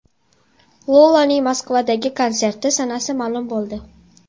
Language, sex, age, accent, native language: Uzbek, female, 12-17, Toshkent shahri, Uzbek